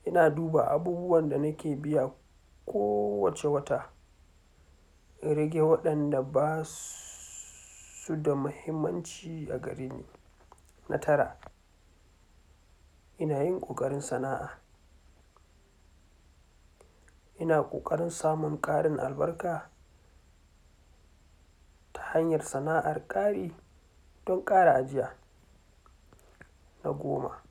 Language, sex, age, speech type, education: Hausa, male, 46-60, spontaneous, tertiary